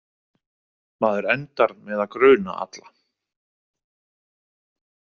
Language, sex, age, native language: Icelandic, male, 40-49, Icelandic